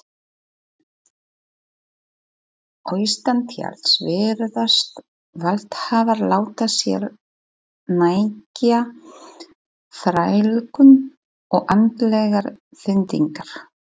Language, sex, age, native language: Icelandic, female, 40-49, Polish